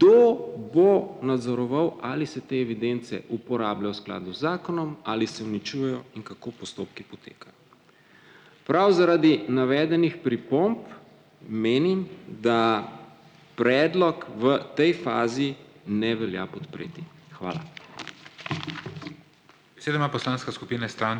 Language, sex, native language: Slovenian, male, Slovenian